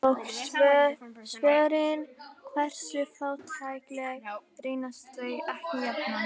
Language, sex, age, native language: Icelandic, female, 11, Icelandic